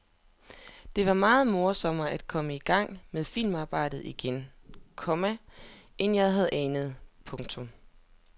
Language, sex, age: Danish, female, 27